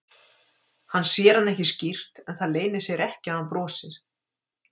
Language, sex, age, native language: Icelandic, female, 50-59, Icelandic